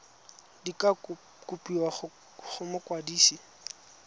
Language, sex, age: Tswana, male, 20